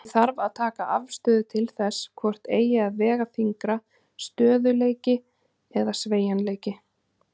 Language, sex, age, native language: Icelandic, female, 30-39, Icelandic